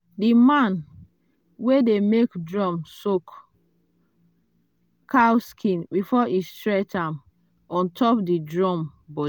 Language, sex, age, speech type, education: Nigerian Pidgin, female, 30-45, spontaneous, tertiary